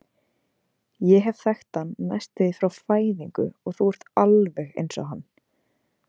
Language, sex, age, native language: Icelandic, female, 20-29, Icelandic